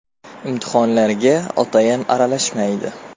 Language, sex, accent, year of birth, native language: Uzbek, male, Surxondaryo, 2004, Uzbek